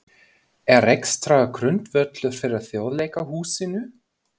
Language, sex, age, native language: Icelandic, male, 20-29, German